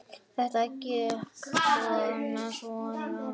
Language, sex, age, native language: Icelandic, female, 9, Icelandic